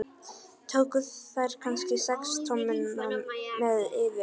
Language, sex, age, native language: Icelandic, female, 11, Icelandic